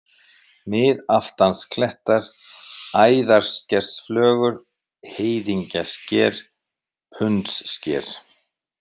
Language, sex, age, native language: Icelandic, male, 50-59, Icelandic